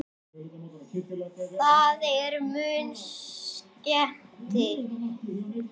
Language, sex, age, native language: Icelandic, male, 10, Icelandic